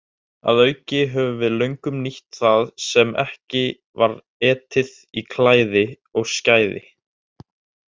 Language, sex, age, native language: Icelandic, male, 18-19, Icelandic